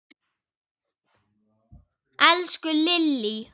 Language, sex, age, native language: Icelandic, female, 8, Icelandic